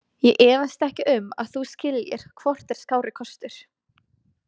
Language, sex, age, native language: Icelandic, female, 20-29, Icelandic